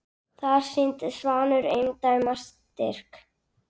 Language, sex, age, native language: Icelandic, female, 9, Icelandic